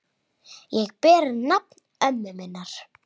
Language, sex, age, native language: Icelandic, female, 8, Icelandic